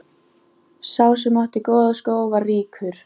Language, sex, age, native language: Icelandic, female, 14, Icelandic